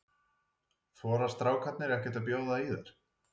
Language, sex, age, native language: Icelandic, male, 40-49, Icelandic